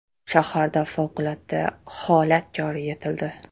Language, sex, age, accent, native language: Uzbek, male, 18-24, Toshkent shahri, Uzbek